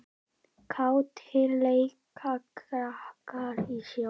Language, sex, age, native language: Icelandic, male, 10, Icelandic